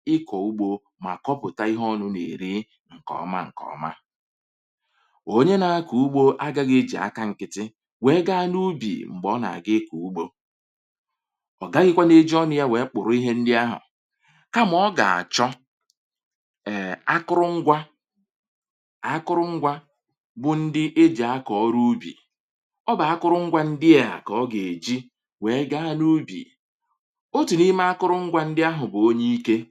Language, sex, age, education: Igbo, male, 30-45, tertiary